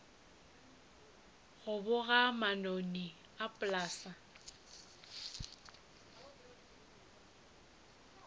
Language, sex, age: Northern Sotho, female, 29